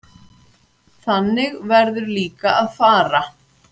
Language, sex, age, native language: Icelandic, male, 8, Icelandic